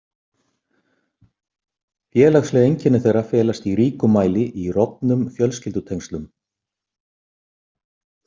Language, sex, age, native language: Icelandic, male, 50-59, Icelandic